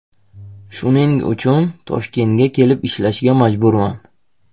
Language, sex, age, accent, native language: Uzbek, male, 25-34, Farg'ona, Tajik